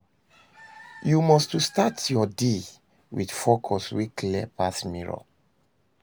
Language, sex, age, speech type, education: Nigerian Pidgin, male, 30-45, read, secondary